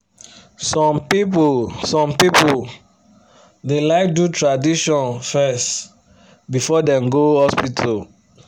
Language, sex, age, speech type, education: Nigerian Pidgin, male, 30-45, spontaneous, tertiary